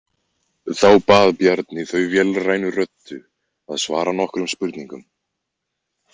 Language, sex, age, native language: Icelandic, male, 20-29, Icelandic